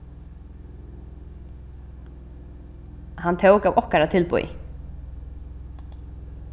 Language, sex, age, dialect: Faroese, female, 15-35, Vágar